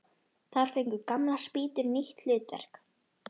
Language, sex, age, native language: Icelandic, female, 12, Icelandic